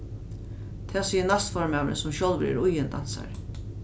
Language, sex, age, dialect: Faroese, female, 36-60, Norðuroyggjar